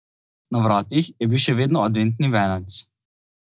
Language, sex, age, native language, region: Slovenian, male, 18-29, Slovenian, Drava region